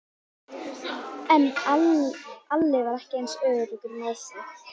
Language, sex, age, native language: Icelandic, female, 11, Icelandic